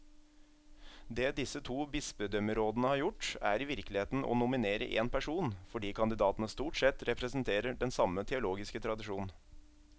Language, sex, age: Norwegian, male, 27